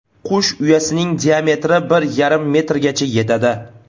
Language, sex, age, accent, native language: Uzbek, male, 25-34, Namangan, Uzbek